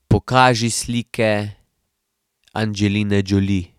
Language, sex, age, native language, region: Slovenian, male, 18-29, Slovenian, Drava region